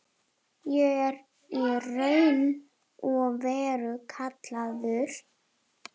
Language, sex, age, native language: Icelandic, female, 11, German